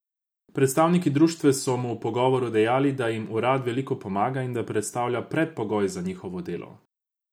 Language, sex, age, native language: Slovenian, male, 18-29, Croatian